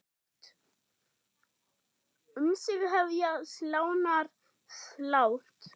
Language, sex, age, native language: Icelandic, female, 8, German